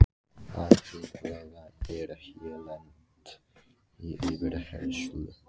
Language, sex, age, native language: Icelandic, female, 14, Icelandic